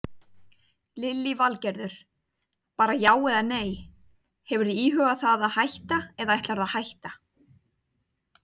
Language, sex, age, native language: Icelandic, female, 30-39, Icelandic